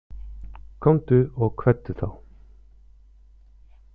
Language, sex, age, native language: Icelandic, male, 50-59, Icelandic